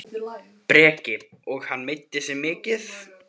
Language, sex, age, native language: Icelandic, female, 15, Icelandic